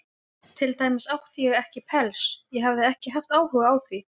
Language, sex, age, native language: Icelandic, female, 20-29, Icelandic